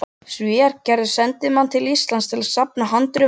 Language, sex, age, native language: Icelandic, other, 12, Icelandic